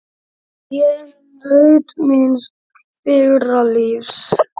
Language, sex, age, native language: Icelandic, male, 9, Icelandic